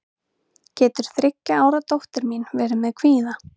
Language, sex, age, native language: Icelandic, female, 30-39, Icelandic